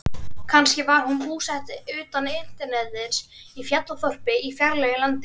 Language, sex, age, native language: Icelandic, female, 30-39, Icelandic